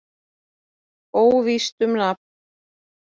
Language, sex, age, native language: Icelandic, female, 40-49, Icelandic